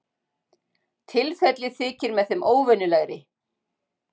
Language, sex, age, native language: Icelandic, female, 60-69, Icelandic